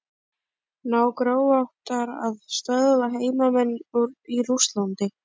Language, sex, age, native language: Icelandic, female, 11, Icelandic